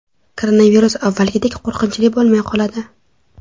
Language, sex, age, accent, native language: Uzbek, female, under 19, Toshkent viloyati, Uzbek